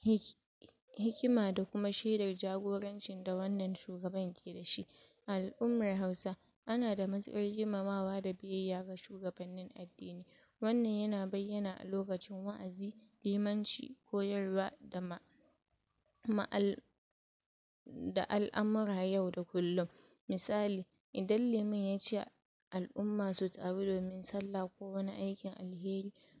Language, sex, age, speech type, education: Hausa, female, 46-60, spontaneous, tertiary